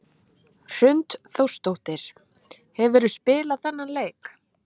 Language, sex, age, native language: Icelandic, female, 30-39, Icelandic